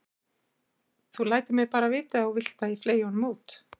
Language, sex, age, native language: Icelandic, female, 60-69, Icelandic